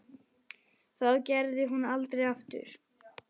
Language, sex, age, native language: Icelandic, male, 10, Icelandic